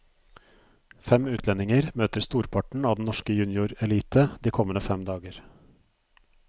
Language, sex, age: Norwegian, male, 42